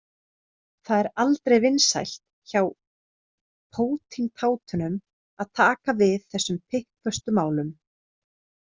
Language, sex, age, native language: Icelandic, female, 30-39, Icelandic